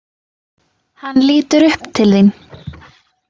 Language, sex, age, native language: Icelandic, female, 20-29, Icelandic